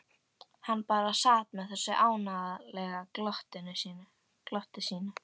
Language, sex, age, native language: Icelandic, female, 11, Icelandic